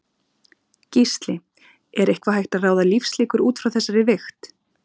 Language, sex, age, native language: Icelandic, female, 30-39, Icelandic